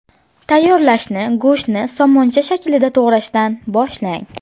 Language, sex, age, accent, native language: Uzbek, female, 18-24, Toshkent shahri, Uzbek